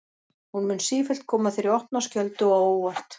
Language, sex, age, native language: Icelandic, female, 40-49, Icelandic